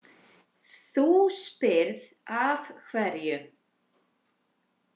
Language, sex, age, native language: Icelandic, female, 40-49, Icelandic